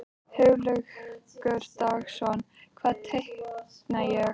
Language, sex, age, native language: Icelandic, other, 13, Icelandic